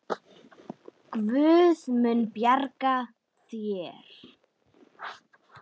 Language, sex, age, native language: Icelandic, female, 10, Icelandic